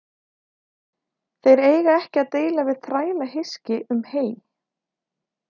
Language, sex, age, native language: Icelandic, female, 30-39, Icelandic